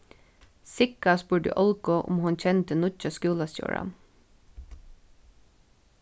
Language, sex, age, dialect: Faroese, female, 15-35, Suðurstreymoy